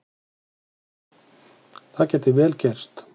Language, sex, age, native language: Icelandic, male, 40-49, Icelandic